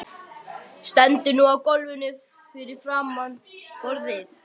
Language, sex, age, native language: Icelandic, male, 12, Icelandic